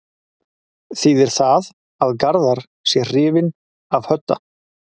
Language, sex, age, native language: Icelandic, male, 40-49, Icelandic